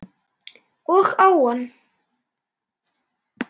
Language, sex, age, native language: Icelandic, male, 8, Icelandic